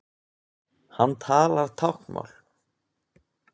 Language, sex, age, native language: Icelandic, male, 20-29, Icelandic